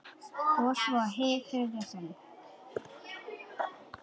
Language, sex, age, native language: Icelandic, female, 10, Icelandic